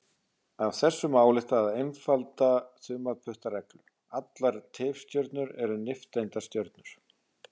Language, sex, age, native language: Icelandic, male, 40-49, Icelandic